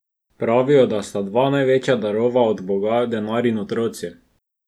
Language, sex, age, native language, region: Slovenian, male, 12-17, Slovenian, Drava region